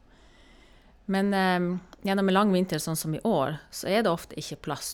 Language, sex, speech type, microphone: Norwegian, female, spontaneous, Shure